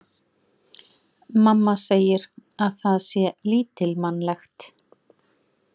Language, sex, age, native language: Icelandic, female, 40-49, Icelandic